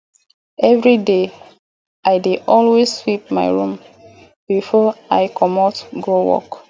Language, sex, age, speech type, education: Nigerian Pidgin, female, 30-45, spontaneous, tertiary